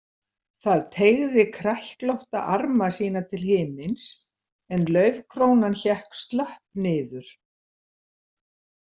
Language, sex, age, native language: Icelandic, female, 70-79, Icelandic